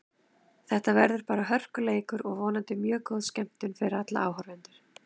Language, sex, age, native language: Icelandic, female, 30-39, Icelandic